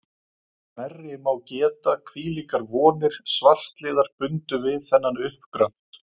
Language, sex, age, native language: Icelandic, male, 20-29, Icelandic